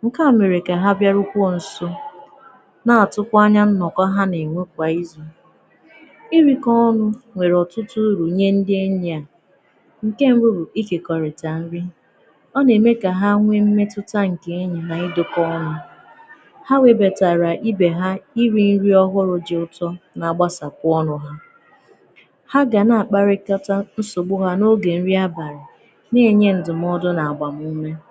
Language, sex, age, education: Igbo, female, 15-29, tertiary